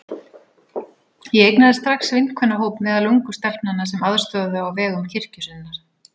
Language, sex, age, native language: Icelandic, female, 40-49, Icelandic